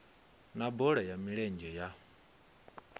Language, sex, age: Venda, male, 22